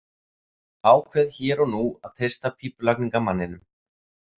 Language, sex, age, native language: Icelandic, male, 30-39, Icelandic